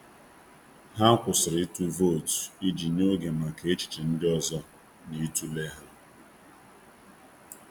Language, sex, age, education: Igbo, male, 30-45, tertiary